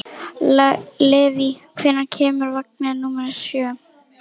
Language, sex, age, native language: Icelandic, female, 11, Icelandic